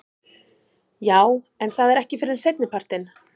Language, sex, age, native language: Icelandic, female, 40-49, Icelandic